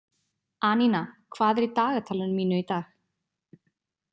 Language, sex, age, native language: Icelandic, female, 20-29, Icelandic